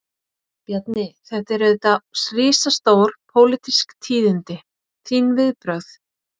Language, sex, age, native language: Icelandic, female, 40-49, Icelandic